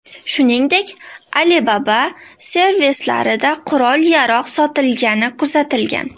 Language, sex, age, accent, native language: Uzbek, female, 18-24, Namangan, Uzbek